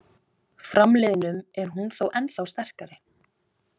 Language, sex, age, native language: Icelandic, female, 20-29, Icelandic